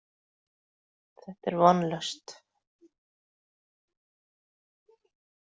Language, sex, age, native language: Icelandic, female, 40-49, Icelandic